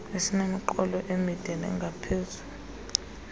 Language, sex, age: Xhosa, female, 30